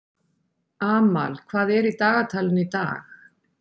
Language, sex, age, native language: Icelandic, female, 40-49, Icelandic